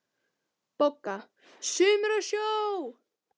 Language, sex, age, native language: Icelandic, female, 10, Icelandic